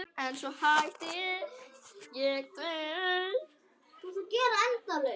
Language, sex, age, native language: Icelandic, female, 9, Icelandic